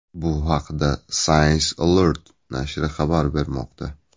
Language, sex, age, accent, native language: Uzbek, male, 25-34, Buxoro, Uzbek